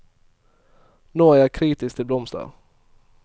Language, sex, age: Norwegian, male, 22